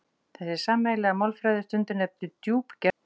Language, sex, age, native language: Icelandic, female, 40-49, Icelandic